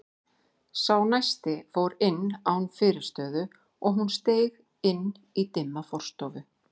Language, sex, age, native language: Icelandic, female, 40-49, Icelandic